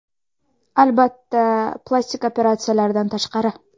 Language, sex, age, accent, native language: Uzbek, female, 12-17, Xorazm, Uzbek